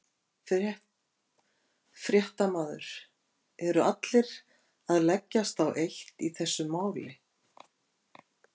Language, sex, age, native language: Icelandic, female, 50-59, Icelandic